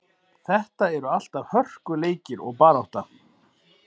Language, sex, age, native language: Icelandic, male, 40-49, Icelandic